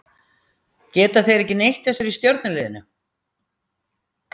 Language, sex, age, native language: Icelandic, female, 60-69, Icelandic